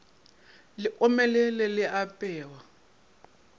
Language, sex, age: Northern Sotho, male, 22